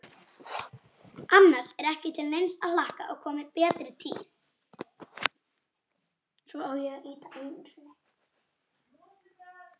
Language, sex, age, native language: Icelandic, female, 40-49, Icelandic